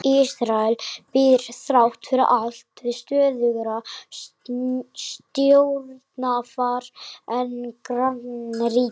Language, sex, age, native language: Icelandic, male, 40-49, Icelandic